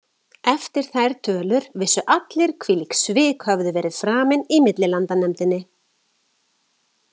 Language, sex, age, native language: Icelandic, female, 40-49, Icelandic